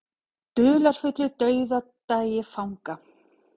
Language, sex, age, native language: Icelandic, female, 40-49, Icelandic